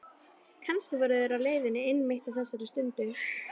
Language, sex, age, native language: Icelandic, female, 12, Icelandic